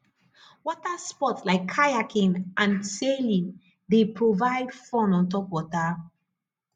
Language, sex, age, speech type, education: Nigerian Pidgin, female, 15-29, spontaneous, tertiary